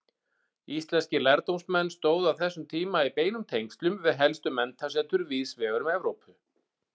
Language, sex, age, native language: Icelandic, male, 40-49, Icelandic